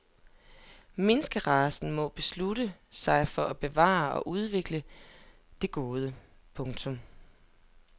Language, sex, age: Danish, female, 27